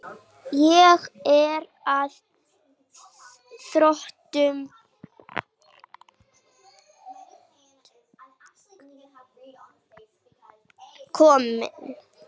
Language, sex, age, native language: Icelandic, female, 8, Icelandic